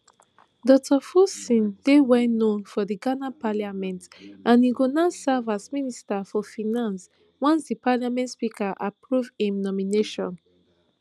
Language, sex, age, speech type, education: Nigerian Pidgin, female, 15-29, spontaneous, tertiary